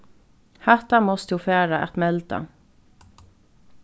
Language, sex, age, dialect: Faroese, female, 15-35, Norðurstreymoy/Eysturoy